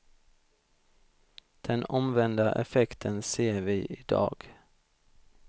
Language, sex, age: Swedish, male, 32